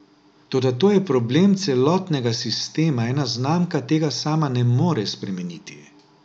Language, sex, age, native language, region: Slovenian, male, 60+, Slovenian, Drava region